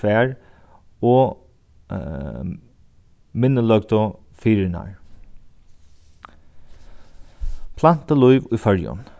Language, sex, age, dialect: Faroese, male, 36-60, Sandoy